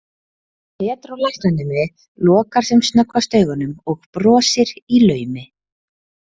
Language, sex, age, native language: Icelandic, female, 30-39, Icelandic